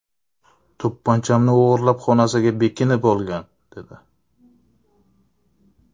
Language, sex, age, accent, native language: Uzbek, male, 25-34, Navoiy, Uzbek